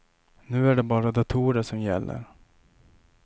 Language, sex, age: Swedish, male, 27